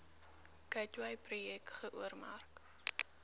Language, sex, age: Afrikaans, female, 19